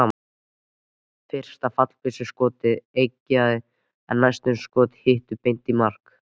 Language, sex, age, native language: Icelandic, male, 13, Icelandic